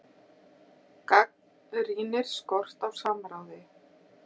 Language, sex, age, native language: Icelandic, female, 40-49, Icelandic